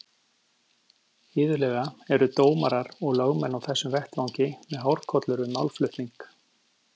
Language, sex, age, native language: Icelandic, male, 50-59, Icelandic